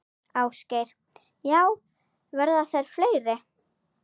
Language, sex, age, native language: Icelandic, female, 9, Icelandic